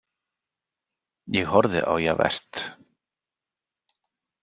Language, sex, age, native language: Icelandic, male, 40-49, Icelandic